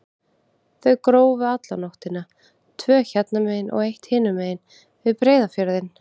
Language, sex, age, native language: Icelandic, female, 30-39, Icelandic